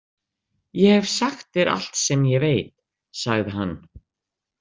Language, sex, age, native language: Icelandic, female, 60-69, Icelandic